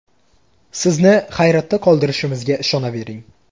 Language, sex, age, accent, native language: Uzbek, male, 18-24, Toshkent shahri, Uzbek